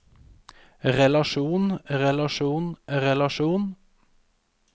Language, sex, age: Norwegian, male, 31